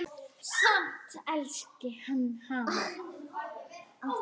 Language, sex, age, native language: Icelandic, female, 9, Icelandic